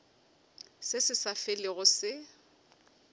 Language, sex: Northern Sotho, female